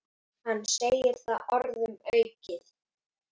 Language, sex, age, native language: Icelandic, female, 8, Icelandic